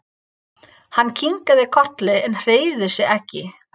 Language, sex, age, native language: Icelandic, female, 30-39, English